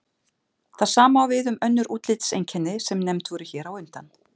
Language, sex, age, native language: Icelandic, female, 50-59, Icelandic